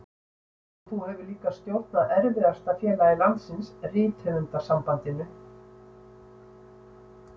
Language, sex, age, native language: Icelandic, female, 60-69, Icelandic